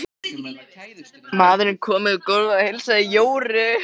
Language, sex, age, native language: Icelandic, male, 13, Icelandic